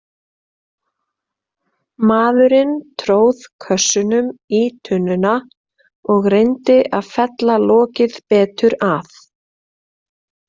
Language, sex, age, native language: Icelandic, female, 30-39, Icelandic